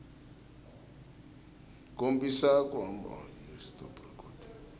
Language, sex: Tsonga, male